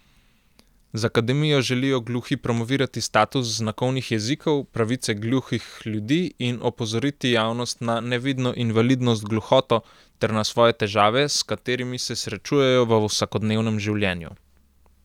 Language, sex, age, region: Slovenian, male, 18-29, Central Slovenia